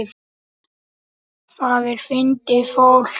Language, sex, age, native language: Icelandic, male, 10, Icelandic